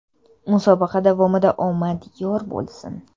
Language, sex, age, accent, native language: Uzbek, female, under 19, Toshkent shahri, Uzbek